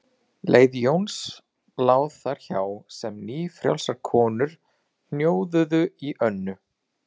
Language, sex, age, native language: Icelandic, male, 40-49, Icelandic